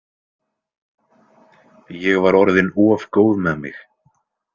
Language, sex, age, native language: Icelandic, male, 20-29, Icelandic